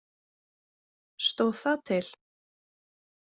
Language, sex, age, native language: Icelandic, female, 20-29, Icelandic